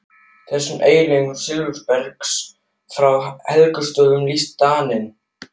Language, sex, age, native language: Icelandic, male, 12, German